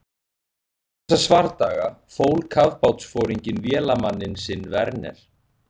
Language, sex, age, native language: Icelandic, male, 40-49, Icelandic